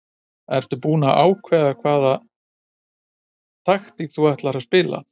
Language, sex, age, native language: Icelandic, male, 50-59, Icelandic